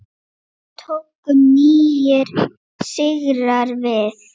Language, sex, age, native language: Icelandic, female, 8, Icelandic